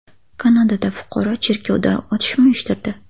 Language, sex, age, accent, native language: Uzbek, female, under 19, Farg'ona, Uzbek